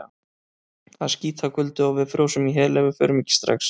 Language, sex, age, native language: Icelandic, male, 30-39, Icelandic